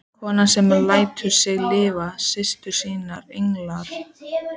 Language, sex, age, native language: Icelandic, female, 14, Icelandic